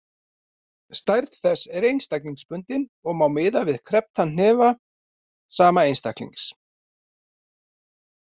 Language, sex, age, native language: Icelandic, male, 40-49, Icelandic